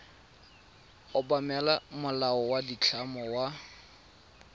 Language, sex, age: Tswana, male, 22